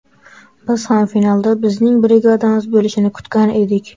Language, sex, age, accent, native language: Uzbek, male, 40-49, Buxoro, Uzbek